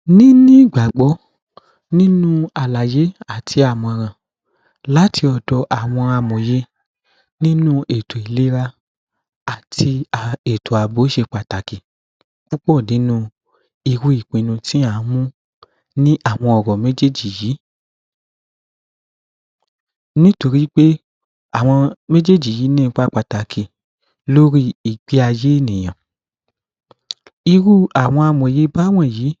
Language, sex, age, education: Yoruba, male, 15-29, tertiary